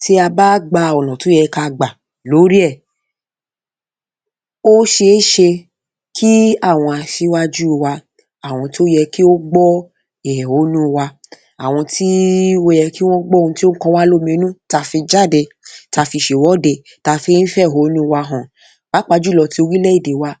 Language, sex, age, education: Yoruba, female, 30-45, tertiary